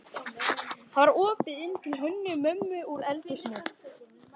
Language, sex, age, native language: Icelandic, female, 13, Icelandic